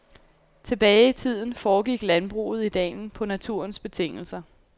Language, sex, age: Danish, female, 28